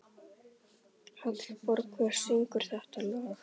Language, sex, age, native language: Icelandic, male, 11, Icelandic